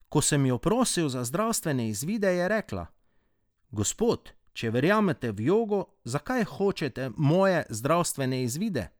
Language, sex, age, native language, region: Slovenian, male, 30-49, Slovenian, Drava region